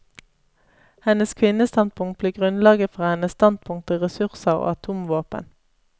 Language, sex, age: Norwegian, female, 31